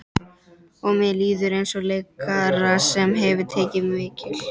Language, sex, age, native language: Icelandic, female, 13, Icelandic